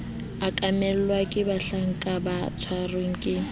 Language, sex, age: Southern Sotho, female, 19